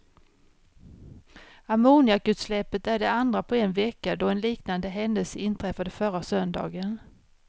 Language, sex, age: Swedish, female, 53